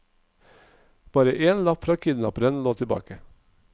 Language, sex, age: Norwegian, male, 45